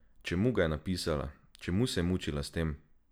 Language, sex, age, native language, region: Slovenian, male, 18-29, Slovenian, Drava region